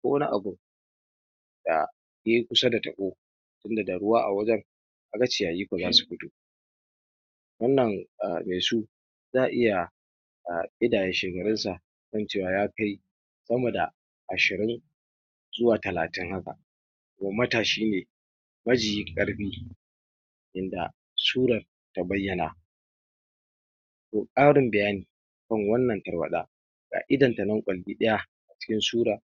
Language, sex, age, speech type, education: Hausa, male, 15-29, spontaneous, tertiary